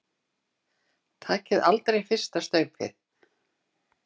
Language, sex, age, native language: Icelandic, female, 60-69, Icelandic